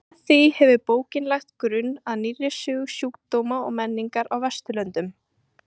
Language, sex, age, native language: Icelandic, female, 18-19, Icelandic